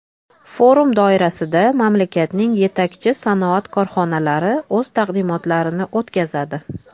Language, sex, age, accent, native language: Uzbek, female, 30-39, Toshkent shahri, Uzbek